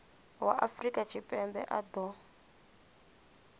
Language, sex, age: Venda, female, 24